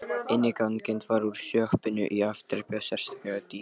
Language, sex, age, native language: Icelandic, male, 13, Lithuanian